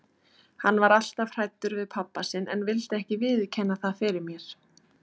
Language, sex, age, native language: Icelandic, female, 30-39, Icelandic